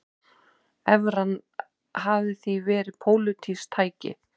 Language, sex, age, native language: Icelandic, female, 30-39, Icelandic